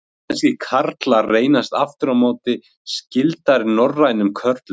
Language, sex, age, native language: Icelandic, male, 20-29, Icelandic